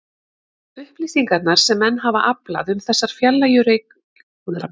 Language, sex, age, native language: Icelandic, female, 50-59, Icelandic